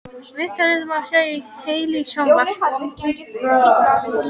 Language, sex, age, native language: Icelandic, female, 18-19, Icelandic